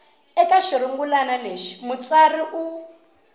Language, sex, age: Tsonga, female, 19